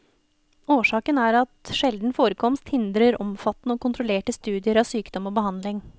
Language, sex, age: Norwegian, female, 29